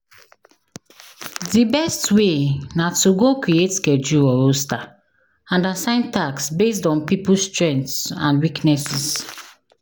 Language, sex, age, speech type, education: Nigerian Pidgin, female, 15-29, spontaneous, tertiary